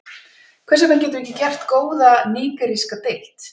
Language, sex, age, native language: Icelandic, female, 50-59, Icelandic